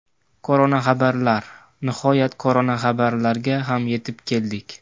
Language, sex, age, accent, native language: Uzbek, male, 18-24, Toshkent viloyati, Uzbek